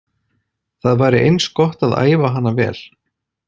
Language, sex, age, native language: Icelandic, male, 40-49, Icelandic